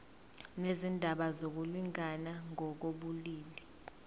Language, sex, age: Zulu, female, 24